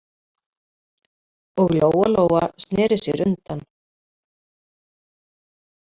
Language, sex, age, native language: Icelandic, female, 50-59, Icelandic